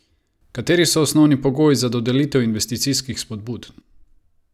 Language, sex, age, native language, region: Slovenian, male, 30-49, Croatian, Savinja region